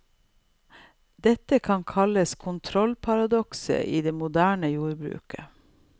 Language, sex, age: Norwegian, female, 55